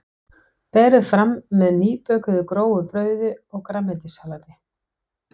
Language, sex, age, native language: Icelandic, female, 60-69, Danish